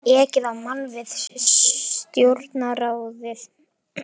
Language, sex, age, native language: Icelandic, female, 20-29, Icelandic